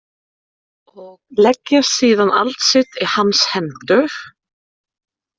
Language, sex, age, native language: Icelandic, female, 30-39, German